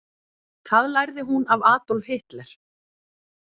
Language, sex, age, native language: Icelandic, female, 40-49, Icelandic